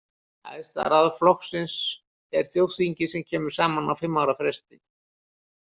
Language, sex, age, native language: Icelandic, male, 60-69, Icelandic